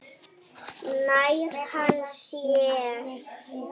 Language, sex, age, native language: Icelandic, female, 8, Icelandic